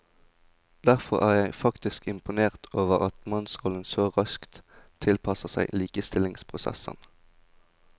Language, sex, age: Norwegian, male, 20